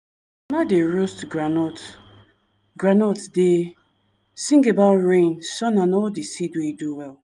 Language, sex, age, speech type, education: Nigerian Pidgin, female, 30-45, spontaneous, tertiary